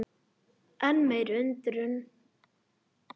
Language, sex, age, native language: Icelandic, male, 10, Icelandic